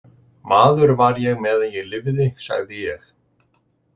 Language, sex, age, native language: Icelandic, male, 60-69, Icelandic